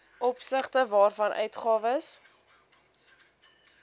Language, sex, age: Afrikaans, female, 19